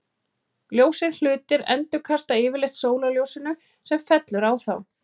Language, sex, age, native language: Icelandic, female, 30-39, Icelandic